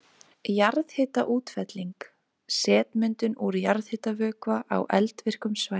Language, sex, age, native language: Icelandic, female, 20-29, Icelandic